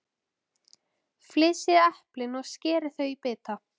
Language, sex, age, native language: Icelandic, female, 14, Icelandic